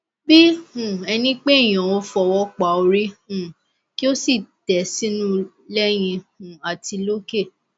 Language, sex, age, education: Yoruba, female, 15-29, tertiary